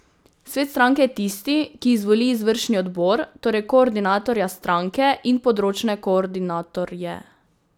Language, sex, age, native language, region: Slovenian, female, 18-29, Slovenian, Drava region